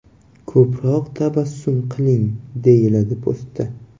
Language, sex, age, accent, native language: Uzbek, male, 18-24, Toshkent viloyati, Uzbek